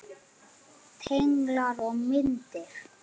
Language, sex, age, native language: Icelandic, male, 8, Icelandic